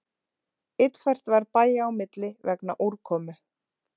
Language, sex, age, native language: Icelandic, female, 30-39, Icelandic